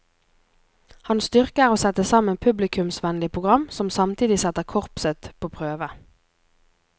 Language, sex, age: Norwegian, female, 24